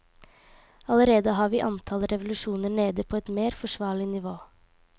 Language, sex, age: Norwegian, female, 18